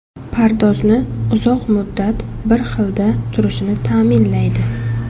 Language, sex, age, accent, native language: Uzbek, female, 18-24, Samarqand, Uzbek